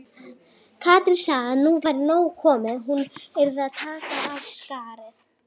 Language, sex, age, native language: Icelandic, female, 18-19, Icelandic